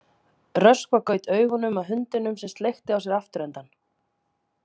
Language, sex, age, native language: Icelandic, female, 30-39, Icelandic